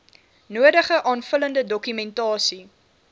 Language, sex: Afrikaans, female